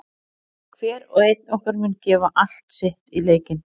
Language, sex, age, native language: Icelandic, female, 40-49, Icelandic